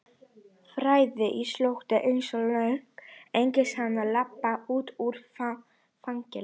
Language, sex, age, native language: Icelandic, female, 40-49, Icelandic